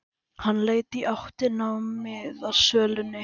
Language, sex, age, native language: Icelandic, male, 11, Icelandic